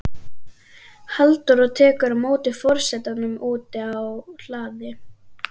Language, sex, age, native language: Icelandic, female, 12, Icelandic